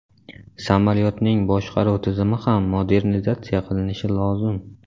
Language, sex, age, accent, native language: Uzbek, male, 18-24, Samarqand, Uzbek